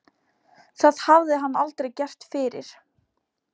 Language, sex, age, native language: Icelandic, female, 18-19, Polish